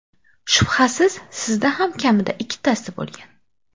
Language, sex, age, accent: Uzbek, female, 18-24, Qoraqalpog'iston